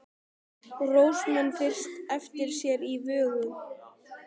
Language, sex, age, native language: Icelandic, male, 12, Icelandic